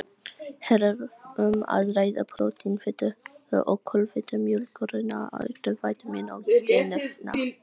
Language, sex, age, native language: Icelandic, other, 18-19, Icelandic